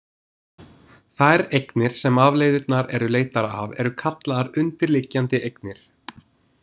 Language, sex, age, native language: Icelandic, male, 20-29, English